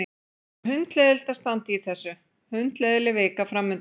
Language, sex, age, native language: Icelandic, female, 40-49, Icelandic